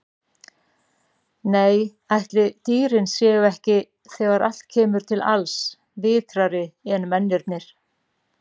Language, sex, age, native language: Icelandic, female, 60-69, Icelandic